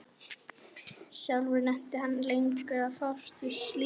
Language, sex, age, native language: Icelandic, female, 11, Icelandic